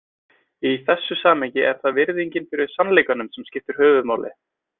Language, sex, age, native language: Icelandic, male, 20-29, Icelandic